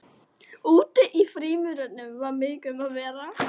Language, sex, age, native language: Icelandic, female, 12, Icelandic